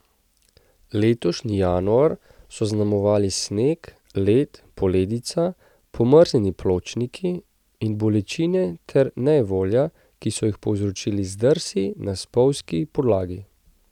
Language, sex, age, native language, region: Slovenian, male, 30-49, Slovenian, Central Slovenia